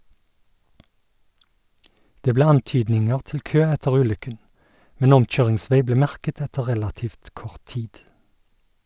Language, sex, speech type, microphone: Norwegian, male, read, Sennheiser